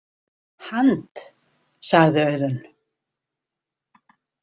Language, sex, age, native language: Icelandic, female, 70-79, Icelandic